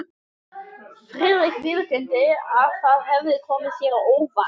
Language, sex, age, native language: Icelandic, male, 12, Icelandic